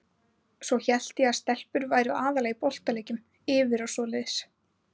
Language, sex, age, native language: Icelandic, female, 20-29, Icelandic